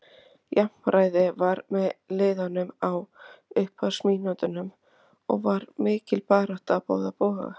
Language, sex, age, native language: Icelandic, female, 30-39, Icelandic